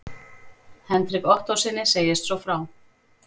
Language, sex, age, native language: Icelandic, female, 40-49, Icelandic